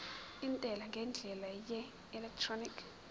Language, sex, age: Zulu, female, 23